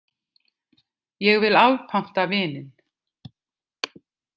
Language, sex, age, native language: Icelandic, female, 50-59, Icelandic